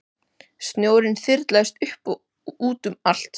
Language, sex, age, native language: Icelandic, male, 12, Icelandic